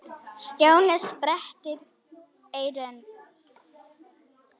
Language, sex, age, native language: Icelandic, female, 10, Icelandic